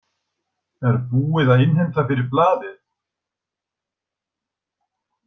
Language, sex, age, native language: Icelandic, male, 60-69, Icelandic